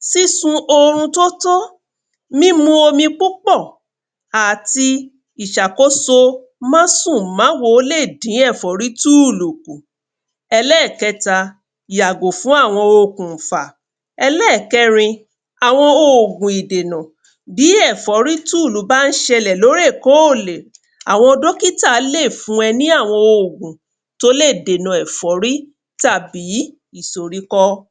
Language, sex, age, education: Yoruba, female, 30-45, tertiary